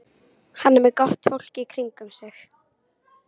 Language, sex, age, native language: Icelandic, female, 18-19, Icelandic